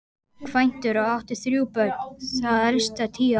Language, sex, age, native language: Icelandic, male, 12, Icelandic